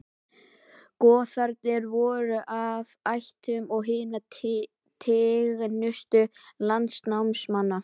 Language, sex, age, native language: Icelandic, male, 12, Icelandic